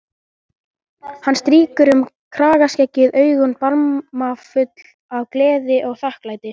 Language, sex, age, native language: Icelandic, male, 13, Icelandic